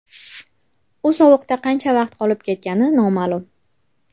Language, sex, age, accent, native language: Uzbek, female, 18-24, Namangan, Uzbek